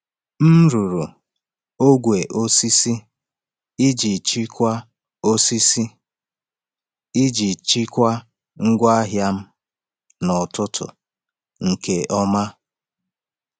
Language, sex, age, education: Igbo, male, 30-45, tertiary